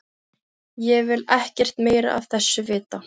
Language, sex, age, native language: Icelandic, female, 15, Filipino